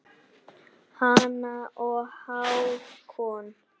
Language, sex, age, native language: Icelandic, male, 9, Icelandic